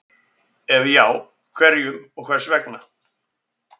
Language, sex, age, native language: Icelandic, male, 60-69, Icelandic